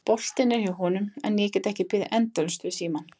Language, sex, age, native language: Icelandic, female, 20-29, Icelandic